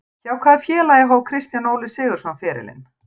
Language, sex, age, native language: Icelandic, female, 40-49, Icelandic